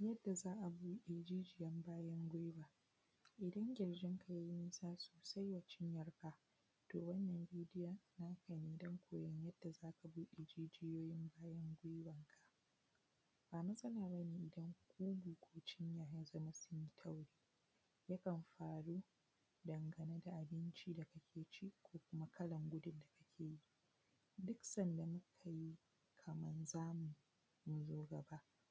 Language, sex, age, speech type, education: Hausa, female, 15-29, spontaneous, tertiary